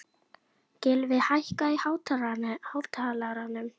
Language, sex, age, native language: Icelandic, female, 11, Icelandic